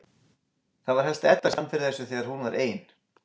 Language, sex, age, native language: Icelandic, male, 20-29, Icelandic